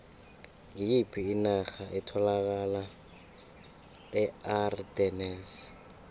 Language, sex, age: South Ndebele, male, 24